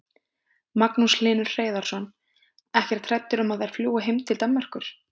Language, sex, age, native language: Icelandic, female, 20-29, Icelandic